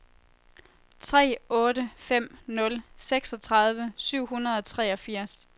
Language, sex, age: Danish, female, 23